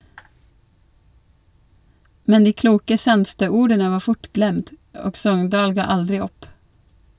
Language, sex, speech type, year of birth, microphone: Norwegian, female, read, 1982, Shure